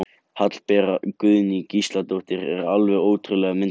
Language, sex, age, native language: Icelandic, male, 18-19, Icelandic